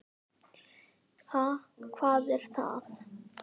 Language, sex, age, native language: Icelandic, male, 10, Icelandic